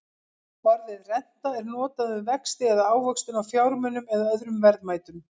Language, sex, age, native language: Icelandic, female, 50-59, Icelandic